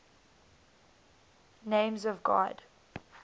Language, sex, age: English, female, 19